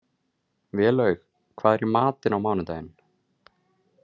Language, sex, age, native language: Icelandic, male, 30-39, Icelandic